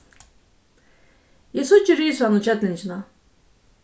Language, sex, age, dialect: Faroese, female, 36-60, Suðuroy